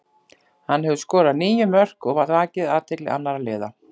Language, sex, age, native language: Icelandic, female, 40-49, Icelandic